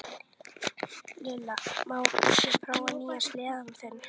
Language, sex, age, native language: Icelandic, female, 11, Icelandic